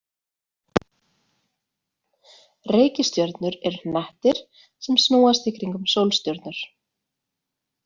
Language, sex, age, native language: Icelandic, female, 30-39, Icelandic